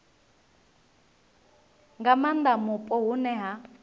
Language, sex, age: Venda, female, 19